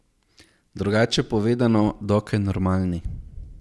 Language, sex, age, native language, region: Slovenian, male, 18-29, Slovenian, Zasavska region